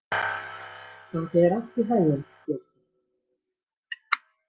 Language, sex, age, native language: Icelandic, female, 60-69, Icelandic